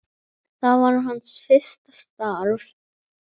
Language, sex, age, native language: Icelandic, male, 9, Icelandic